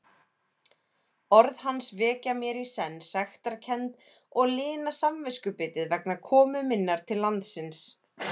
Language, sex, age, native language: Icelandic, female, 30-39, Icelandic